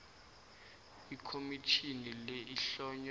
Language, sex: South Ndebele, male